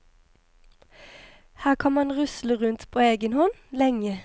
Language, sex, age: Norwegian, female, 23